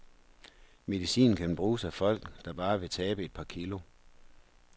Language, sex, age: Danish, male, 43